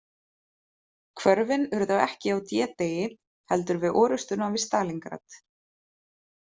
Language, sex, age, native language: Icelandic, female, 30-39, Icelandic